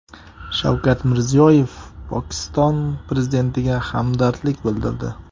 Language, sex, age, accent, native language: Uzbek, male, 25-34, Samarqand, Uzbek